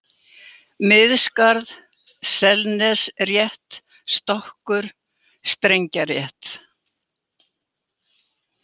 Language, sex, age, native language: Icelandic, female, 80-89, Icelandic